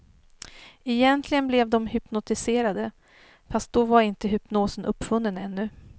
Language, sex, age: Swedish, female, 39